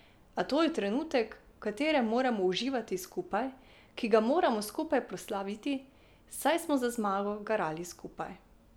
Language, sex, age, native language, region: Slovenian, female, 18-29, Slovenian, Drava region